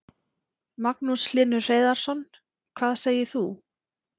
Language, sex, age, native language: Icelandic, female, 40-49, Icelandic